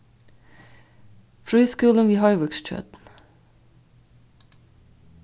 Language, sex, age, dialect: Faroese, female, 36-60, Vágar